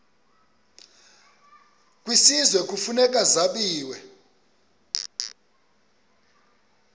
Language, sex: Xhosa, male